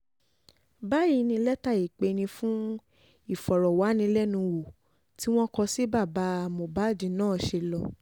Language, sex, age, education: Yoruba, female, 15-29, tertiary